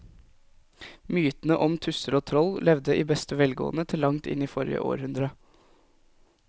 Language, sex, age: Norwegian, male, 20